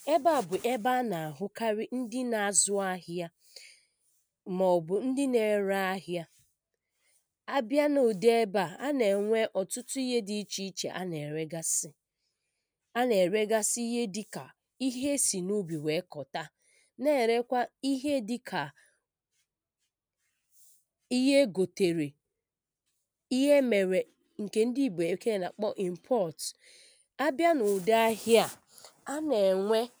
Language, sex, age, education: Igbo, female, 15-29, primary